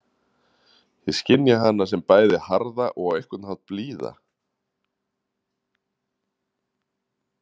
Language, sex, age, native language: Icelandic, male, 30-39, Icelandic